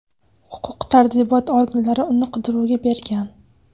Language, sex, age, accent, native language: Uzbek, female, 25-34, Qashqadaryo, Uzbek